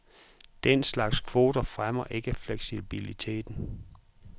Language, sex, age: Danish, male, 44